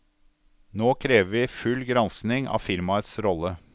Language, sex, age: Norwegian, male, 52